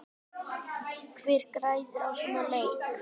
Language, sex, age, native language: Icelandic, male, 10, Icelandic